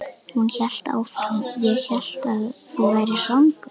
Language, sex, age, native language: Icelandic, female, 11, Icelandic